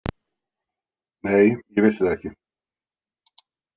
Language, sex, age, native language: Icelandic, male, 60-69, Icelandic